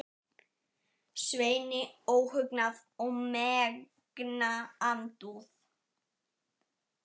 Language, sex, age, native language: Icelandic, male, 9, Icelandic